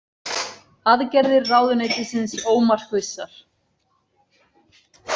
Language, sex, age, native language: Icelandic, female, 30-39, Icelandic